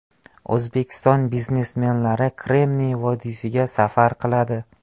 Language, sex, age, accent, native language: Uzbek, male, 18-24, Qashqadaryo, Uzbek